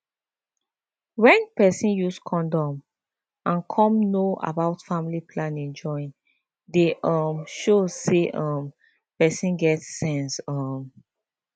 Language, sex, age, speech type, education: Nigerian Pidgin, female, 15-29, spontaneous, tertiary